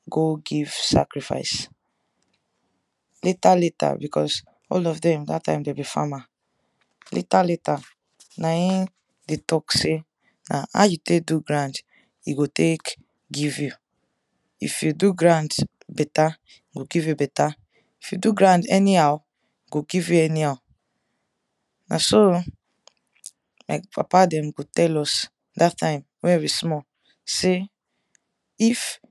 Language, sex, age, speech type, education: Nigerian Pidgin, female, 15-29, spontaneous, tertiary